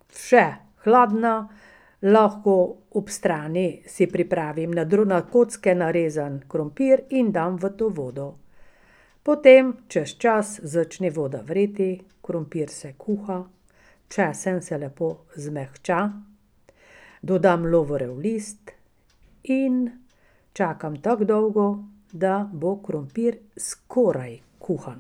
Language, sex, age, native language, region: Slovenian, female, 60+, Slovenian, Pomurje region